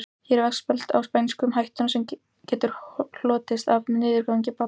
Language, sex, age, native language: Icelandic, female, 18-19, Icelandic